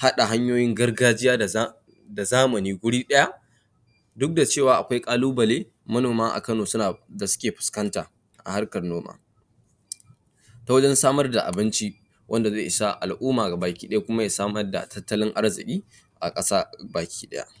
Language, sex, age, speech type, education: Hausa, male, 15-29, spontaneous, primary